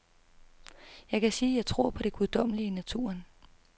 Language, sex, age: Danish, female, 32